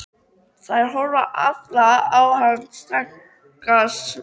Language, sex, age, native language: Icelandic, female, 13, Icelandic